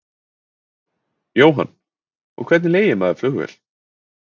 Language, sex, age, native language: Icelandic, male, 20-29, Icelandic